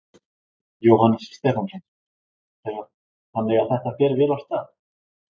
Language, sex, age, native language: Icelandic, male, 20-29, Icelandic